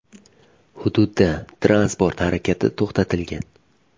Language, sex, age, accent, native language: Uzbek, male, 18-24, Farg'ona, Uzbek